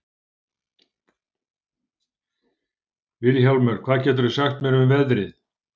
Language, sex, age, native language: Icelandic, male, 50-59, Icelandic